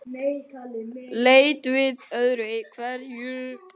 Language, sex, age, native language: Icelandic, male, 10, Icelandic